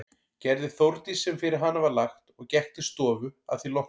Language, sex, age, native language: Icelandic, male, 40-49, Icelandic